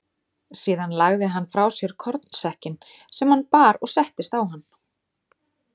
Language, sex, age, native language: Icelandic, female, 30-39, Icelandic